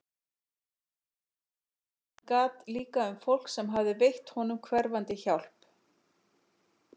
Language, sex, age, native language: Icelandic, female, 40-49, Icelandic